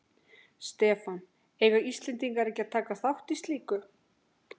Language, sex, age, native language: Icelandic, female, 13, Icelandic